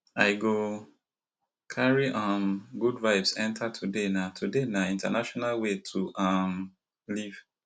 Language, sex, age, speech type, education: Nigerian Pidgin, male, 30-45, spontaneous, tertiary